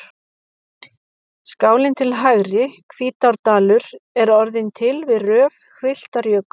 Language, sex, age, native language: Icelandic, female, 50-59, Icelandic